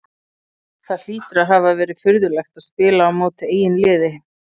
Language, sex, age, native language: Icelandic, female, 30-39, Icelandic